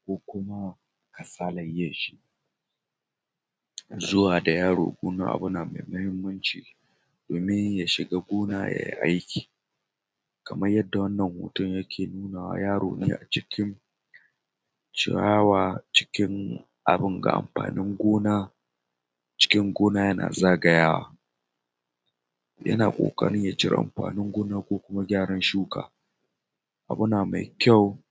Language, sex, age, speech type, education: Hausa, male, 30-45, spontaneous, tertiary